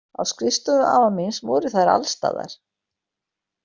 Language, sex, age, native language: Icelandic, female, 60-69, Icelandic